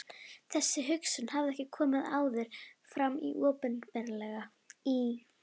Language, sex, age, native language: Icelandic, female, 11, Icelandic